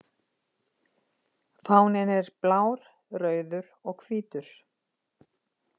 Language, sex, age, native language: Icelandic, female, 50-59, Icelandic